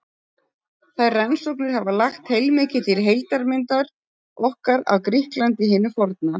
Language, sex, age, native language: Icelandic, female, 40-49, Icelandic